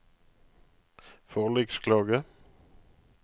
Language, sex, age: Norwegian, male, 35